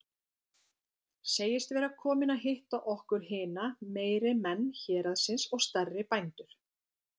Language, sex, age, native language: Icelandic, female, 50-59, Icelandic